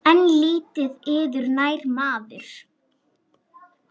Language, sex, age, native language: Icelandic, female, 10, Icelandic